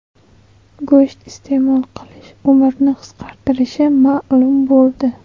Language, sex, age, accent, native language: Uzbek, female, 18-24, Namangan, Uzbek